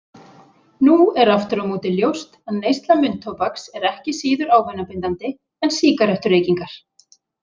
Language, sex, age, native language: Icelandic, female, 40-49, Icelandic